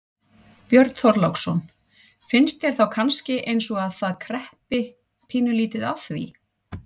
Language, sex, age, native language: Icelandic, female, 40-49, Icelandic